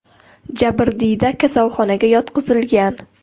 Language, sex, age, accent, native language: Uzbek, female, 18-24, Surxondaryo, Uzbek